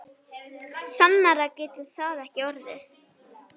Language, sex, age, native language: Icelandic, female, 9, Icelandic